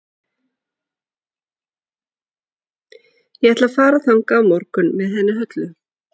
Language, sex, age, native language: Icelandic, female, 40-49, Icelandic